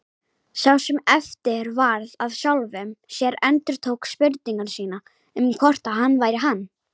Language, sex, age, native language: Icelandic, female, 18-19, Icelandic